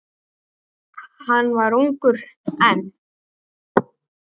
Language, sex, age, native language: Icelandic, male, 8, Icelandic